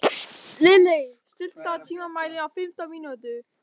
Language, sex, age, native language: Icelandic, male, 13, German